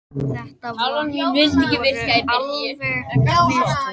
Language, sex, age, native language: Icelandic, male, 18-19, Icelandic